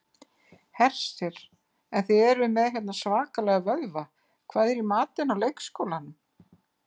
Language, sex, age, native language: Icelandic, female, 50-59, Icelandic